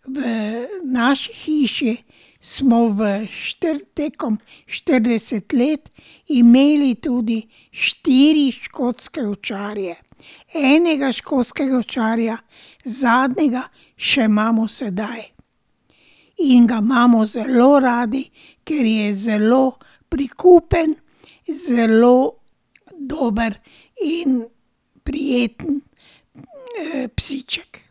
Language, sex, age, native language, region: Slovenian, female, 60+, Slovenian, Drava region